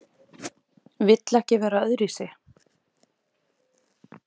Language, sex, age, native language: Icelandic, female, 30-39, Icelandic